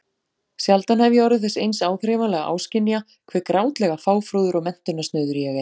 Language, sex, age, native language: Icelandic, female, 40-49, Icelandic